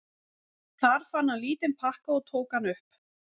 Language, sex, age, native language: Icelandic, female, 40-49, Icelandic